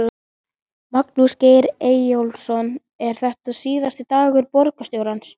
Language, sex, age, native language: Icelandic, male, 13, Icelandic